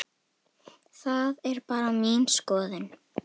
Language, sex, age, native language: Icelandic, female, 18-19, Icelandic